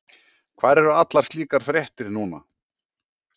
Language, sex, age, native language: Icelandic, male, 40-49, Icelandic